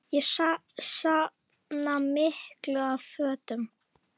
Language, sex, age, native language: Icelandic, female, 9, Icelandic